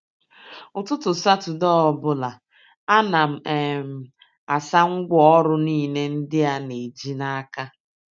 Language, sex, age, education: Igbo, female, 30-45, tertiary